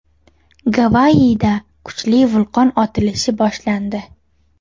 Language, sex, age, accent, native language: Uzbek, female, under 19, Toshkent shahri, Uzbek